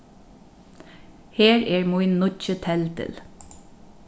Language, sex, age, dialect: Faroese, female, 36-60, Norðurstreymoy/Eysturoy